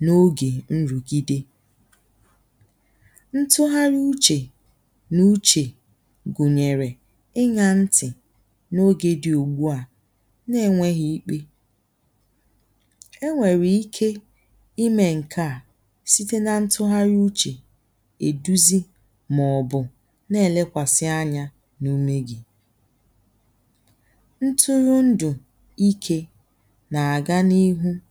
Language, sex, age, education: Igbo, female, 15-29, tertiary